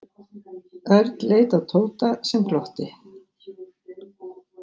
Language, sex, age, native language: Icelandic, female, 60-69, Icelandic